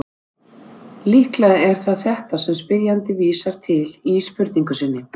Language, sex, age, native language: Icelandic, female, 60-69, Icelandic